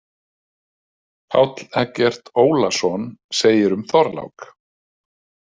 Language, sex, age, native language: Icelandic, male, 30-39, Icelandic